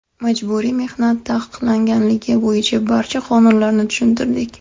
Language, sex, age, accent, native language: Uzbek, female, 18-24, Namangan, Uzbek